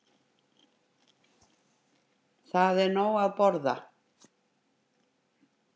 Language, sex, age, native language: Icelandic, female, 50-59, Icelandic